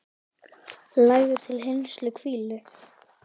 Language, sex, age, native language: Icelandic, female, 10, Icelandic